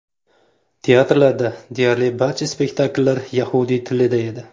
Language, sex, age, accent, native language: Uzbek, male, 25-34, Farg'ona, Uzbek